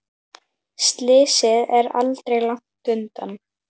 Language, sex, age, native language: Icelandic, female, 10, Icelandic